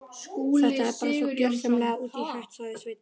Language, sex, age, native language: Icelandic, male, 12, Icelandic